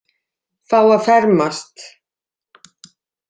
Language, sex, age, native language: Icelandic, female, 40-49, Icelandic